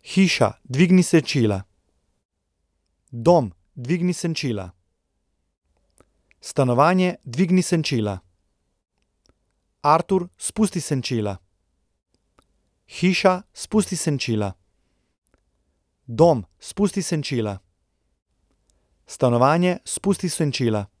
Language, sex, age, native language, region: Slovenian, male, 30-49, Slovenian, Central Slovenia